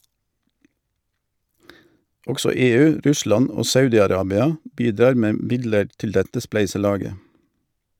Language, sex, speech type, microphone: Norwegian, male, read, Shure